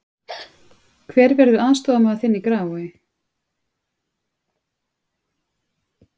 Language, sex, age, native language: Icelandic, female, 30-39, Icelandic